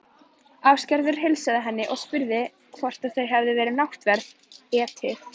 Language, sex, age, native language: Icelandic, female, 11, Icelandic